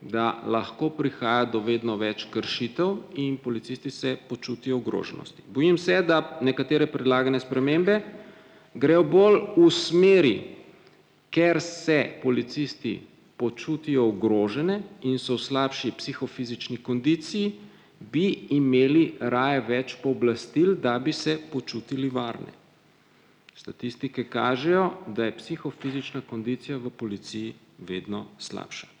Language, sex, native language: Slovenian, male, Slovenian